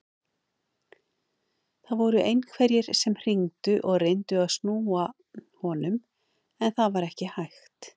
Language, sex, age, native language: Icelandic, female, 50-59, Icelandic